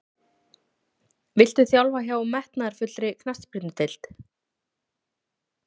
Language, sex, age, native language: Icelandic, female, 30-39, Icelandic